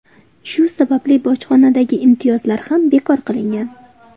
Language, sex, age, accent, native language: Uzbek, female, 18-24, Toshkent viloyati, Uzbek